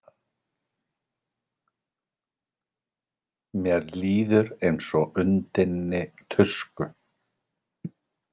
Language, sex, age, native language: Icelandic, male, 40-49, Icelandic